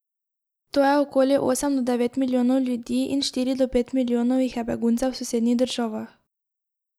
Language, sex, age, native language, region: Slovenian, female, 18-29, Slovenian, Drava region